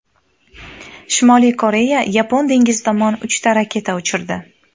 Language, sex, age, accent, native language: Uzbek, female, 19-29, Farg'ona, Uzbek